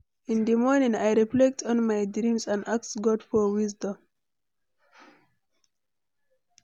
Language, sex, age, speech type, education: Nigerian Pidgin, female, 15-29, read, tertiary